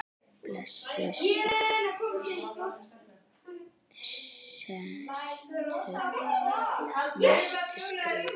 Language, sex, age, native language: Icelandic, female, 9, Icelandic